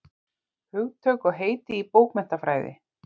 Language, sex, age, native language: Icelandic, female, 40-49, Icelandic